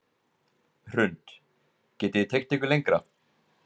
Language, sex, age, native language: Icelandic, male, 20-29, Icelandic